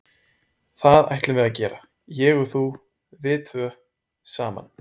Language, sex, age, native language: Icelandic, male, 20-29, Icelandic